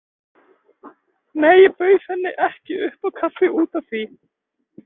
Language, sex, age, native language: Icelandic, female, 20-29, Icelandic